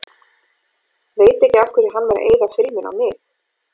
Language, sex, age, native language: Icelandic, female, 40-49, Icelandic